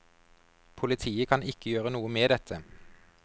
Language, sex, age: Norwegian, male, 32